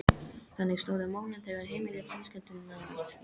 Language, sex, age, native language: Icelandic, female, 13, English